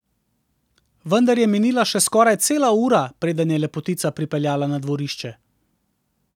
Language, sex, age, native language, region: Slovenian, male, 30-49, Slovenian, Central Slovenia